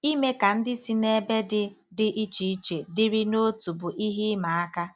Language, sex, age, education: Igbo, female, 15-29, tertiary